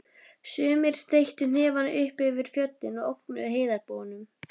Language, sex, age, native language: Icelandic, female, 20-29, Icelandic